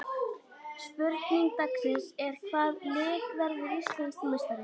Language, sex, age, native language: Icelandic, female, 11, Icelandic